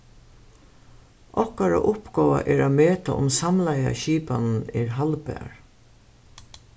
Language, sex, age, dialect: Faroese, female, 61+, Suðurstreymoy